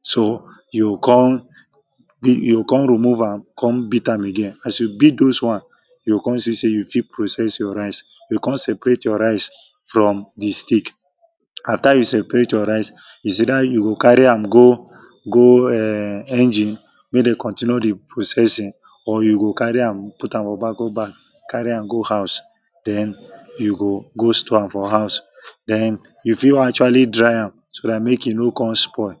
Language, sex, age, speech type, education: Nigerian Pidgin, male, 15-29, spontaneous, tertiary